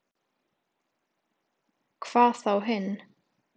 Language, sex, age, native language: Icelandic, female, 18-19, Icelandic